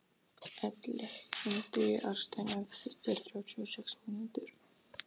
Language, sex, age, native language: Icelandic, male, 12, Icelandic